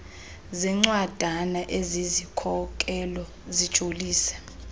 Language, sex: Xhosa, female